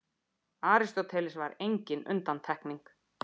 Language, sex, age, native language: Icelandic, female, 50-59, Icelandic